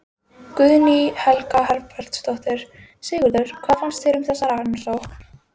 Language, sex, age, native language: Icelandic, female, 12, Icelandic